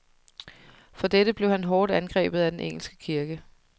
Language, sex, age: Danish, female, 30